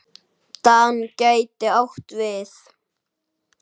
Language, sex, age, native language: Icelandic, male, 9, Icelandic